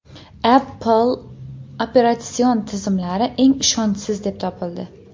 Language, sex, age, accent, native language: Uzbek, female, 19-29, Andijon, Uzbek